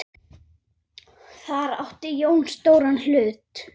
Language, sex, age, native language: Icelandic, male, 8, Icelandic